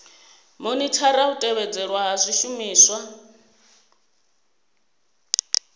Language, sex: Venda, female